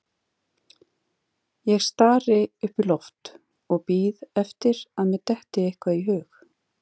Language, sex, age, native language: Icelandic, female, 40-49, Icelandic